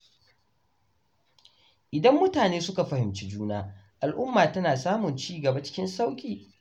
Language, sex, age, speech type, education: Hausa, male, 15-29, read, tertiary